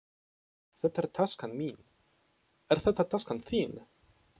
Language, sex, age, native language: Icelandic, male, 20-29, Polish